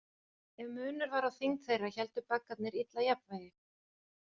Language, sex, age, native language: Icelandic, female, 40-49, Icelandic